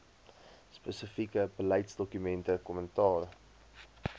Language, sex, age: Afrikaans, male, 20